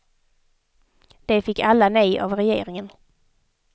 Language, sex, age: Swedish, female, 32